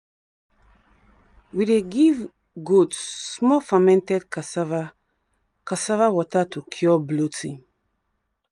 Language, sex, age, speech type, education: Nigerian Pidgin, female, 30-45, spontaneous, tertiary